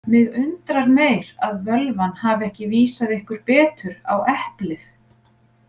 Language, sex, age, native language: Icelandic, female, 40-49, Icelandic